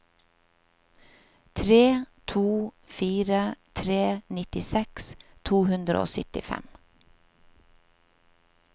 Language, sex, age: Norwegian, female, 50